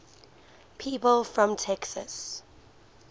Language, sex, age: English, female, 19